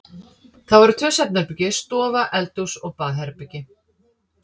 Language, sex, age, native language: Icelandic, female, 50-59, Icelandic